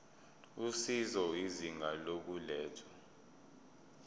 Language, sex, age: Zulu, male, 22